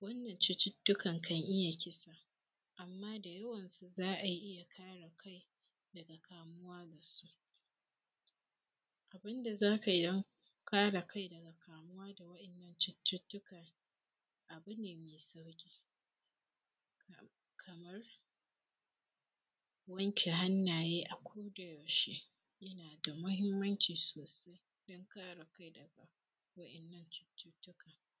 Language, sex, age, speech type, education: Hausa, female, 15-29, spontaneous, secondary